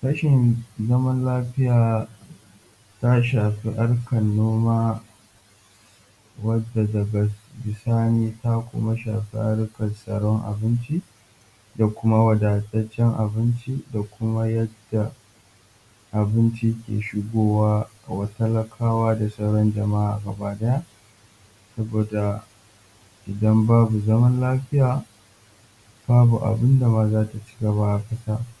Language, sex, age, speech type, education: Hausa, male, 15-29, spontaneous, tertiary